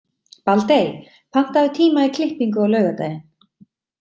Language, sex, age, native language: Icelandic, female, 30-39, Icelandic